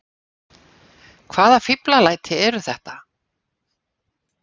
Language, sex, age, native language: Icelandic, female, 60-69, Icelandic